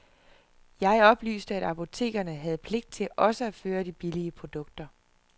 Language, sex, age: Danish, female, 41